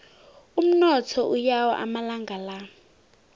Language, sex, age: South Ndebele, female, 18